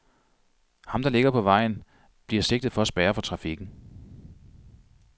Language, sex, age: Danish, male, 42